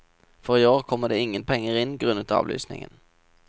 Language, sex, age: Norwegian, male, 27